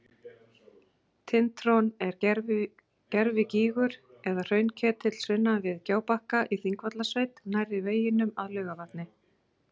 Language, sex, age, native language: Icelandic, female, 40-49, Icelandic